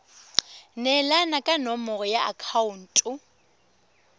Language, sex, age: Tswana, female, 21